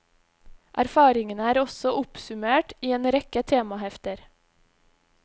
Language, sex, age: Norwegian, female, 26